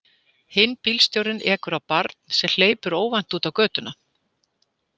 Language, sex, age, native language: Icelandic, female, 60-69, Icelandic